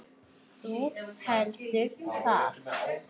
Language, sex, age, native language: Icelandic, male, 6, Icelandic